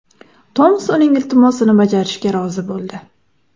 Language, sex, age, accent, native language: Uzbek, female, 18-24, Samarqand, Uzbek